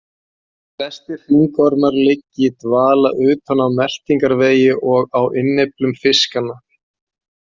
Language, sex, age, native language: Icelandic, male, 40-49, Icelandic